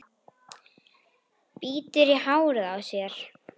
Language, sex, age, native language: Icelandic, female, 10, Icelandic